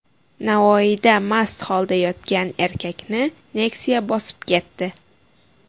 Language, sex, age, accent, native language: Uzbek, female, 19-29, Buxoro, Uzbek